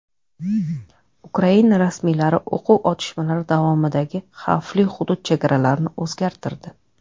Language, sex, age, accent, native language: Uzbek, female, 30-39, Toshkent shahri, Uzbek